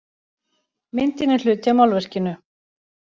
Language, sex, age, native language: Icelandic, other, 40-49, Icelandic